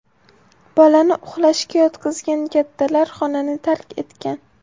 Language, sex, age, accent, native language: Uzbek, female, 18-24, Farg'ona, Uzbek